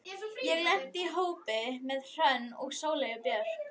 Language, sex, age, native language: Icelandic, female, 11, Icelandic